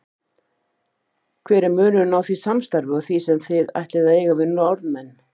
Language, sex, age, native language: Icelandic, female, 50-59, Icelandic